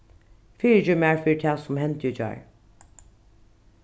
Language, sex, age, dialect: Faroese, female, 36-60, Norðuroyggjar